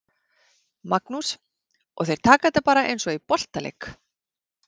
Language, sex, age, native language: Icelandic, female, 40-49, Icelandic